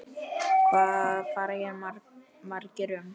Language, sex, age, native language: Icelandic, male, 10, Icelandic